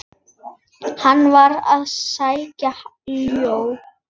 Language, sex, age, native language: Icelandic, female, 10, Icelandic